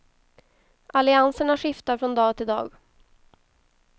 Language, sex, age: Swedish, female, 22